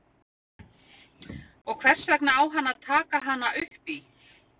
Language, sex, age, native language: Icelandic, female, 50-59, Icelandic